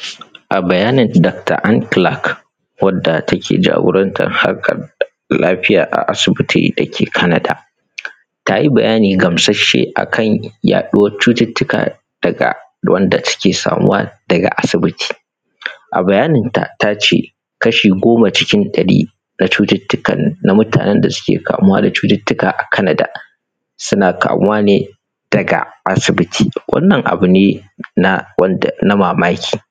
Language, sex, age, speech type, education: Hausa, male, 15-29, spontaneous, primary